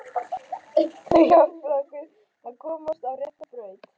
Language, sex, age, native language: Icelandic, female, 12, Icelandic